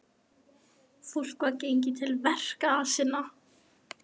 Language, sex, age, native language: Icelandic, female, 11, Icelandic